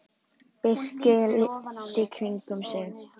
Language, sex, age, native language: Icelandic, female, 10, Icelandic